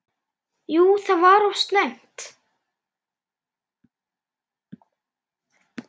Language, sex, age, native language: Icelandic, male, 8, Icelandic